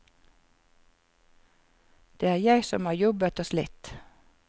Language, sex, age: Norwegian, female, 54